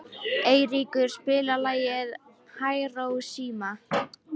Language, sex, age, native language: Icelandic, female, 18-19, Icelandic